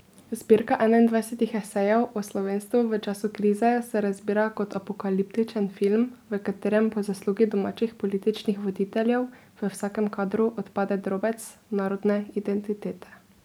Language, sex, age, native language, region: Slovenian, female, 18-29, Slovenian, Drava region